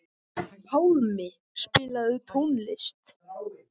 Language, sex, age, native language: Icelandic, male, 14, Icelandic